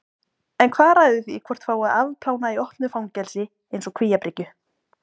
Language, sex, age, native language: Icelandic, female, 20-29, Icelandic